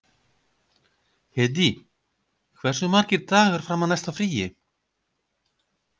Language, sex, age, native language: Icelandic, male, 50-59, Icelandic